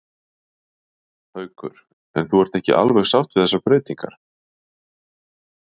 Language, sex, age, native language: Icelandic, male, 50-59, Icelandic